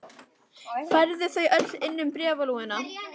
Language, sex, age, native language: Icelandic, male, 12, Icelandic